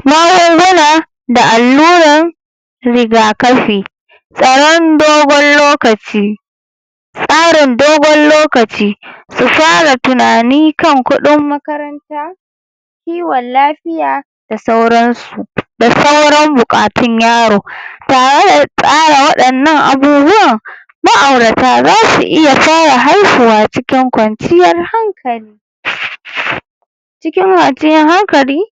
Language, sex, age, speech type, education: Hausa, female, 46-60, spontaneous, secondary